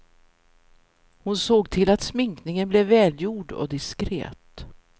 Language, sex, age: Swedish, female, 64